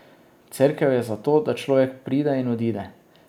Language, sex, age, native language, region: Slovenian, male, 30-49, Slovenian, Drava region